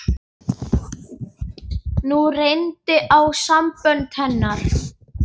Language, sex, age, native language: Icelandic, male, 8, Icelandic